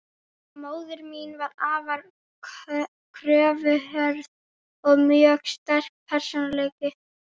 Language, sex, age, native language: Icelandic, female, 12, Icelandic